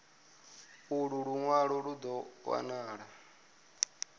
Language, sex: Venda, male